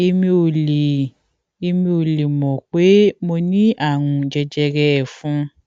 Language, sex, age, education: Yoruba, female, 15-29, tertiary